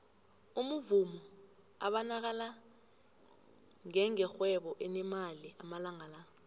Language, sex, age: South Ndebele, female, 25